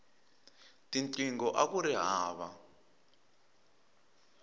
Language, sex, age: Tsonga, male, 23